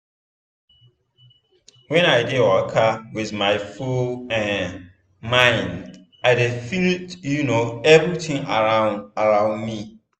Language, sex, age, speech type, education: Nigerian Pidgin, male, 15-29, spontaneous, tertiary